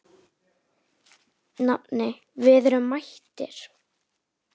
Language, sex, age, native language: Icelandic, female, 10, Icelandic